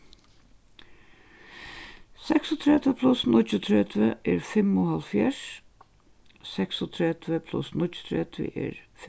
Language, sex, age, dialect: Faroese, female, 61+, Suðurstreymoy